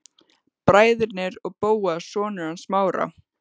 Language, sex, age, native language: Icelandic, female, 15, Icelandic